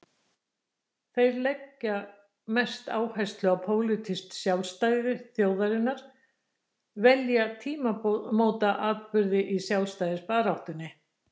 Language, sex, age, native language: Icelandic, female, 60-69, Icelandic